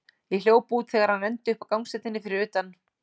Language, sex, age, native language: Icelandic, female, 40-49, Icelandic